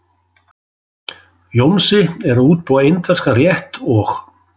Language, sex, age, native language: Icelandic, male, 60-69, Icelandic